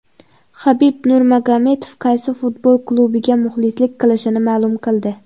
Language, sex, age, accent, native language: Uzbek, female, under 19, Xorazm, Uzbek